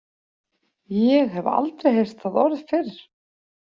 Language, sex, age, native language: Icelandic, female, 40-49, Icelandic